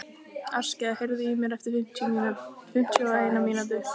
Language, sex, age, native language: Icelandic, female, 15, Icelandic